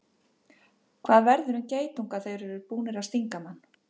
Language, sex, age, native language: Icelandic, female, 50-59, Icelandic